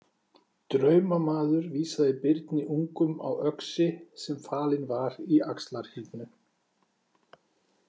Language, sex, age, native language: Icelandic, male, 40-49, Icelandic